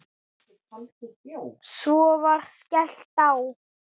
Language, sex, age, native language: Icelandic, male, 8, Icelandic